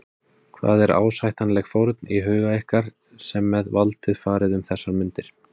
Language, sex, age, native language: Icelandic, male, 30-39, Icelandic